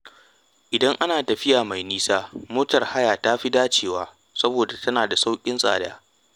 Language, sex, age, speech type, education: Hausa, male, 15-29, read, tertiary